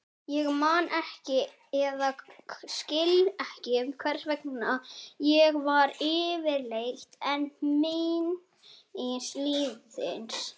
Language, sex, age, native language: Icelandic, female, 70-79, Icelandic